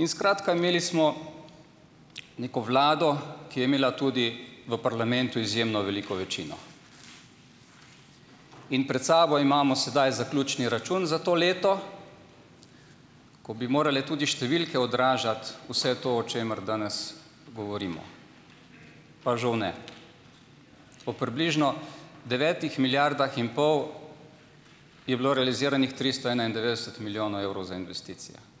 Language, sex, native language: Slovenian, male, Slovenian